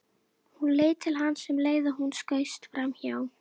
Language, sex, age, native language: Icelandic, female, 11, Icelandic